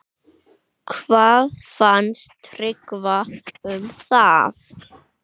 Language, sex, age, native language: Icelandic, male, 9, Icelandic